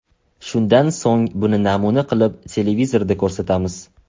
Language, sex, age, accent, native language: Uzbek, male, 18-24, Toshkent shahri, Uzbek